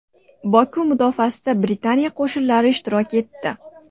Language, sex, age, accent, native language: Uzbek, female, 18-24, Andijon, Uzbek